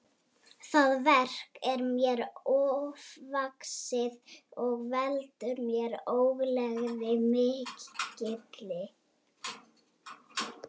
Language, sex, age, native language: Icelandic, male, 11, Icelandic